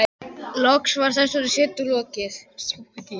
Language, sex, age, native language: Icelandic, male, 10, Icelandic